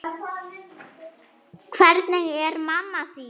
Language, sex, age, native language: Icelandic, female, 7, German